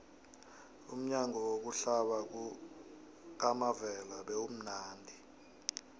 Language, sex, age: South Ndebele, male, 23